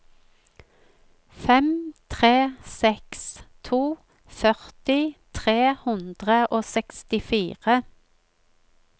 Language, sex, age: Norwegian, female, 45